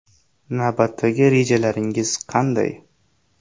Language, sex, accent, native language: Uzbek, male, Toshkent shahri, Uzbek